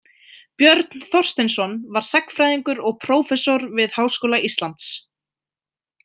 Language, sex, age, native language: Icelandic, female, 20-29, Icelandic